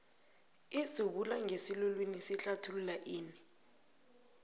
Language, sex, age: South Ndebele, female, 22